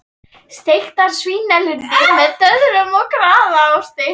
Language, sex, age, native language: Icelandic, female, 13, Icelandic